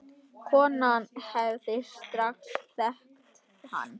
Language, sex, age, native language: Icelandic, male, 10, Icelandic